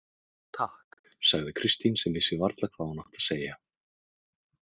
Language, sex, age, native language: Icelandic, male, 18-19, Icelandic